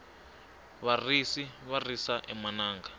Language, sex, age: Tsonga, male, 25